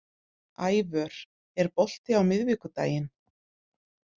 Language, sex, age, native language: Icelandic, female, 40-49, Icelandic